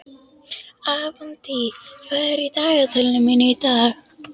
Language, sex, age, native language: Icelandic, female, 11, Icelandic